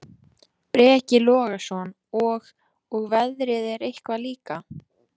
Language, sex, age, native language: Icelandic, female, 14, Icelandic